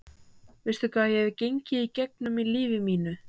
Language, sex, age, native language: Icelandic, female, 18-19, Icelandic